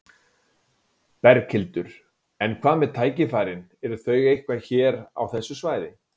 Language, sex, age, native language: Icelandic, male, 40-49, Icelandic